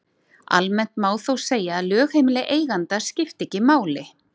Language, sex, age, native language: Icelandic, female, 40-49, Icelandic